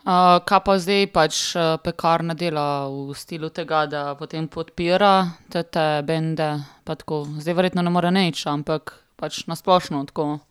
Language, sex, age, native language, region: Slovenian, female, 30-49, Slovenian, Primorsko-notranjska region